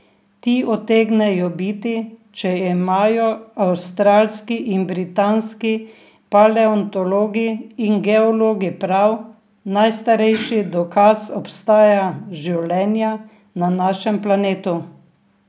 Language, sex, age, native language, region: Slovenian, female, 60+, Slovenian, Drava region